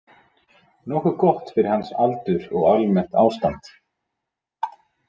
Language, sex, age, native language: Icelandic, male, 20-29, Icelandic